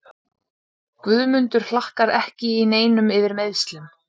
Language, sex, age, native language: Icelandic, female, 20-29, Icelandic